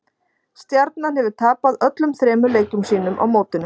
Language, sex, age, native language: Icelandic, female, 40-49, Icelandic